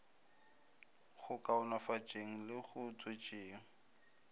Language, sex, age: Northern Sotho, male, 25